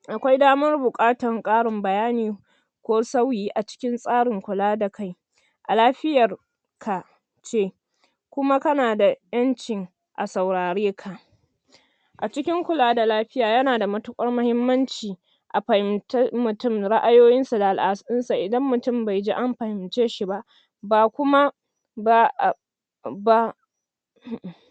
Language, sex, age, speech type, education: Hausa, female, 60+, spontaneous, secondary